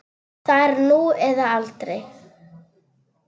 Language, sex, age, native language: Icelandic, female, 9, Serbo-Croatian